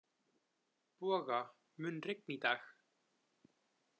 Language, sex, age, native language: Icelandic, male, 20-29, Icelandic